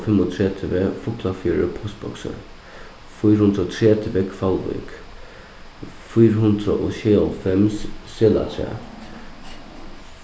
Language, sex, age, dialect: Faroese, male, 15-35, Suðuroy